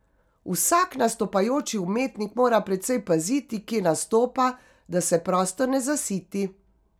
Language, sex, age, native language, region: Slovenian, female, 50-59, Slovenian, Carinthia region